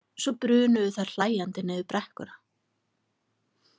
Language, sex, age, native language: Icelandic, female, 40-49, Icelandic